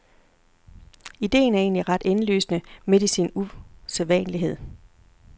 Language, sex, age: Danish, female, 40